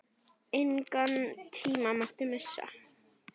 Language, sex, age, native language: Icelandic, female, 9, Icelandic